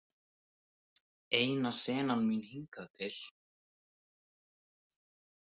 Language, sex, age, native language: Icelandic, male, 18-19, Icelandic